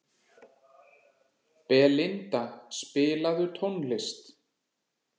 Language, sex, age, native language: Icelandic, male, 40-49, Icelandic